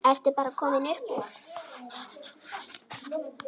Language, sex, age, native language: Icelandic, female, 8, Icelandic